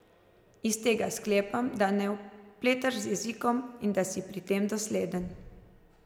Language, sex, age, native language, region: Slovenian, female, 30-49, Slovenian, Zasavska region